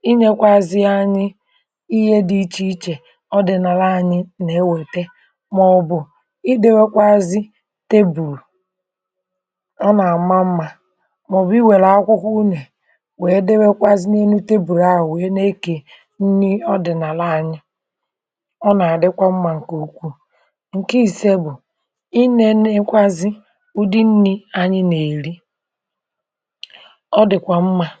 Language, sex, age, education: Igbo, female, 30-45, tertiary